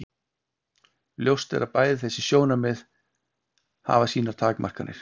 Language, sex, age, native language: Icelandic, male, 50-59, Icelandic